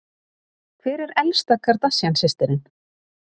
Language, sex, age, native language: Icelandic, female, 30-39, Icelandic